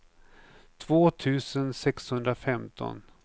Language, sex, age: Swedish, male, 49